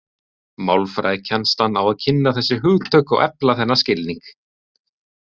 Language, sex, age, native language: Icelandic, male, 30-39, Icelandic